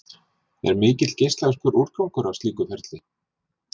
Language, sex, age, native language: Icelandic, male, 40-49, Icelandic